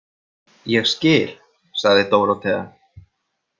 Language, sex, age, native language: Icelandic, male, 30-39, Icelandic